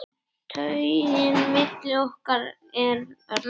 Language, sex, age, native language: Icelandic, male, 8, Icelandic